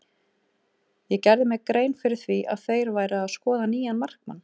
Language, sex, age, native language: Icelandic, female, 30-39, Icelandic